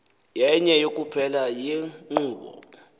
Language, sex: Xhosa, male